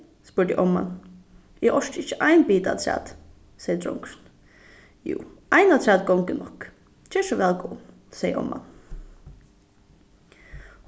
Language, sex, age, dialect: Faroese, female, 15-35, Suðurstreymoy